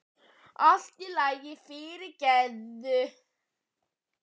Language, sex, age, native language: Icelandic, male, 11, Icelandic